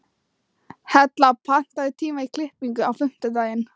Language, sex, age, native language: Icelandic, female, 13, Thai